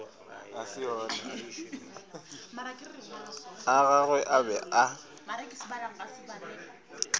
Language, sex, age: Northern Sotho, female, 22